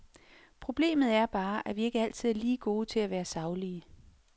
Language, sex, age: Danish, female, 46